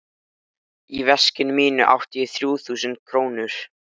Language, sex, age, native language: Icelandic, male, 13, Icelandic